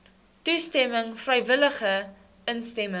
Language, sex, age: Afrikaans, female, 19